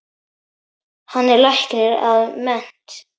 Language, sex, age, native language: Icelandic, male, 10, Icelandic